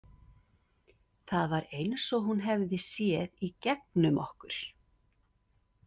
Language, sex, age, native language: Icelandic, female, 50-59, Icelandic